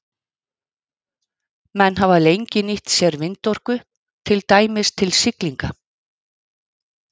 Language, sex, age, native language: Icelandic, female, 50-59, Icelandic